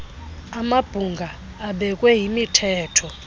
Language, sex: Xhosa, female